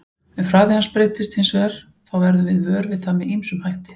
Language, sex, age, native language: Icelandic, female, 40-49, Icelandic